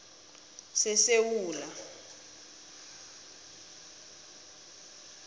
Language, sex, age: South Ndebele, female, 21